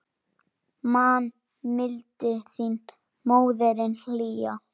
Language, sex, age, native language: Icelandic, other, 10, Icelandic